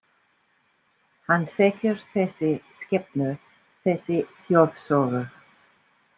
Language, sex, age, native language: Icelandic, female, 60-69, English